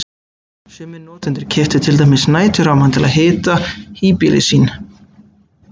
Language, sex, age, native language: Icelandic, male, 20-29, Icelandic